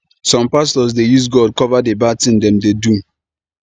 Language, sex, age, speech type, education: Nigerian Pidgin, male, 15-29, spontaneous, tertiary